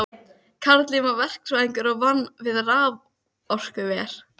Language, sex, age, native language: Icelandic, female, 15, Icelandic